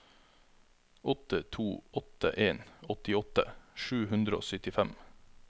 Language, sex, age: Norwegian, male, 33